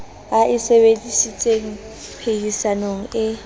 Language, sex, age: Southern Sotho, female, 20